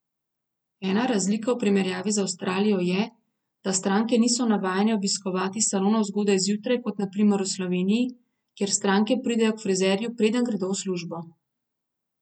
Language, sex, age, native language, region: Slovenian, female, 30-49, Slovenian, Gorenjska region